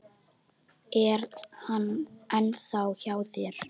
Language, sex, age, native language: Icelandic, female, 10, Icelandic